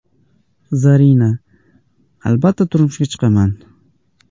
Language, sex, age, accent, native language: Uzbek, male, 18-24, Andijon, Uzbek